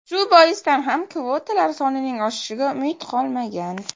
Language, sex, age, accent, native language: Uzbek, female, under 19, Namangan, Uzbek